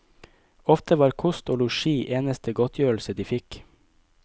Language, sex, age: Norwegian, male, 25